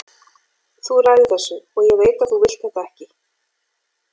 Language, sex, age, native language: Icelandic, female, 40-49, Icelandic